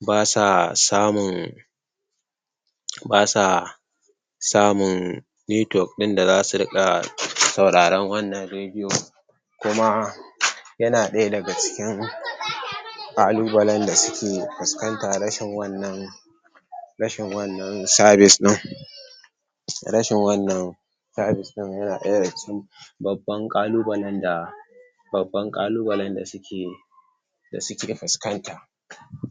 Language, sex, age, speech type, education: Hausa, male, 60+, spontaneous, tertiary